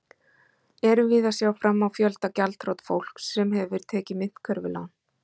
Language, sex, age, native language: Icelandic, female, 40-49, Icelandic